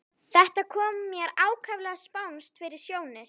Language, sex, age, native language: Icelandic, female, 11, Icelandic